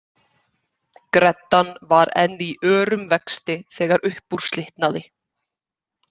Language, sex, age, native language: Icelandic, female, 30-39, Icelandic